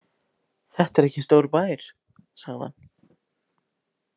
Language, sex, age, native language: Icelandic, male, 18-19, Icelandic